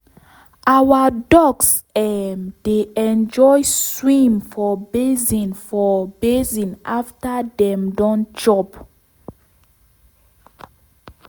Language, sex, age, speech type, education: Nigerian Pidgin, female, 15-29, spontaneous, tertiary